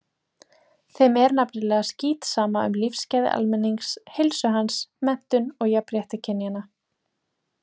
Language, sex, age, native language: Icelandic, female, 20-29, Icelandic